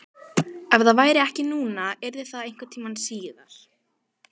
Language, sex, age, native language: Icelandic, female, 12, Icelandic